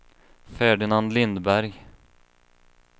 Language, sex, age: Swedish, male, 22